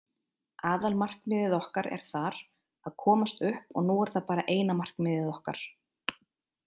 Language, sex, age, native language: Icelandic, female, 30-39, Icelandic